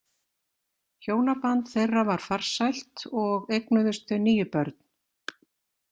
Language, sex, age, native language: Icelandic, female, 50-59, Icelandic